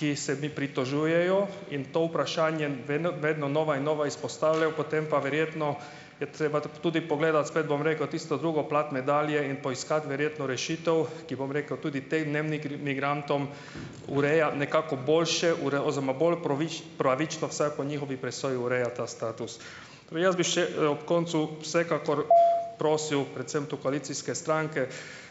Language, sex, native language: Slovenian, male, Hungarian